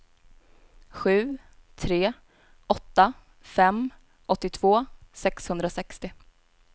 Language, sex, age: Swedish, female, 18